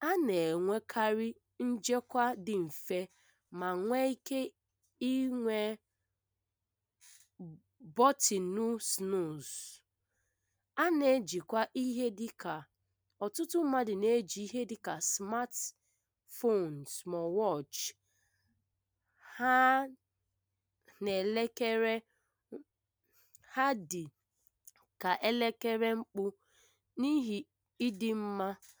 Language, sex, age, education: Igbo, female, 15-29, primary